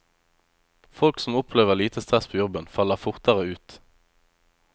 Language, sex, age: Norwegian, male, 25